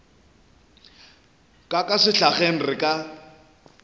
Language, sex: Northern Sotho, male